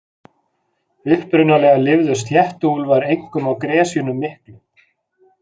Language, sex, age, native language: Icelandic, male, 40-49, Icelandic